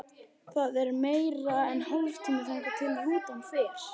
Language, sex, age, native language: Icelandic, male, 11, Icelandic